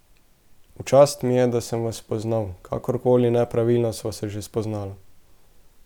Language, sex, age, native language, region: Slovenian, male, 18-29, Slovenian, Central Slovenia